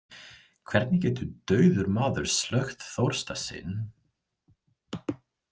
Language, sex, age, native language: Icelandic, male, 20-29, English